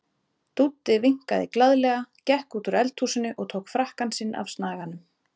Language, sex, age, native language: Icelandic, female, 30-39, Icelandic